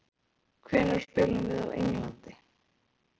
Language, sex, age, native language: Icelandic, female, 20-29, Icelandic